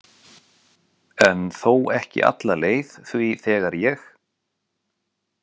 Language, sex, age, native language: Icelandic, male, 40-49, Icelandic